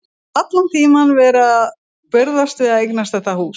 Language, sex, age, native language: Icelandic, female, 30-39, Icelandic